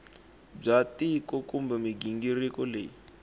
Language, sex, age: Tsonga, male, 19